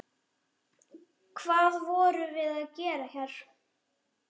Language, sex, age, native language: Icelandic, male, 11, Icelandic